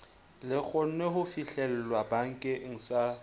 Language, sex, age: Southern Sotho, male, 20